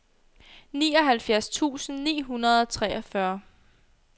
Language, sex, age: Danish, female, 22